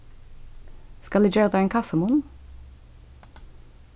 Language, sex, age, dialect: Faroese, female, 15-35, Suðurstreymoy